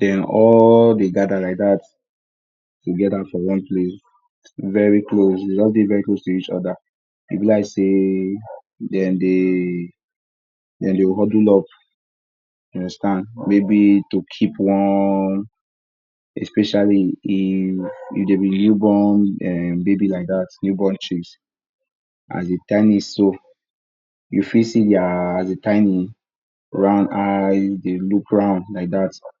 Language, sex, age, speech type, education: Nigerian Pidgin, male, 46-60, spontaneous, tertiary